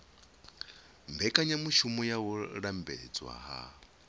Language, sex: Venda, male